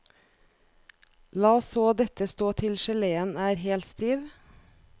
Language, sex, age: Norwegian, female, 41